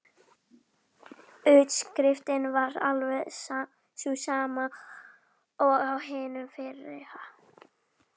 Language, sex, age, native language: Icelandic, female, 11, Icelandic